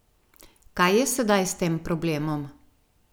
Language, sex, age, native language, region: Slovenian, female, 50-59, Slovenian, Gorenjska region